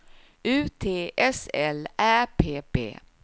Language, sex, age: Swedish, female, 53